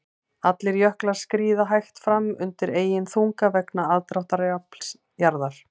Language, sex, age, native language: Icelandic, female, 40-49, Icelandic